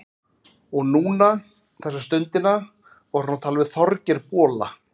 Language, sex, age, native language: Icelandic, male, 40-49, Icelandic